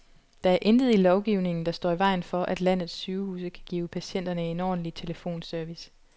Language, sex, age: Danish, female, 25